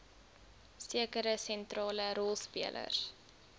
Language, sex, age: Afrikaans, female, 23